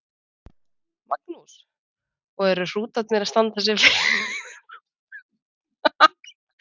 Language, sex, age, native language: Icelandic, female, 20-29, Icelandic